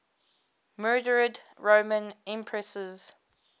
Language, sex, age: English, female, 22